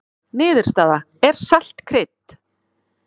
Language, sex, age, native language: Icelandic, female, 30-39, Icelandic